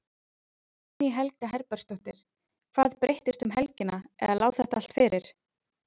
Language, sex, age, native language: Icelandic, female, 30-39, Icelandic